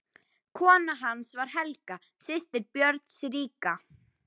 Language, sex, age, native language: Icelandic, female, 11, Icelandic